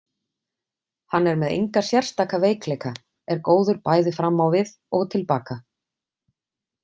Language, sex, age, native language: Icelandic, female, 40-49, Icelandic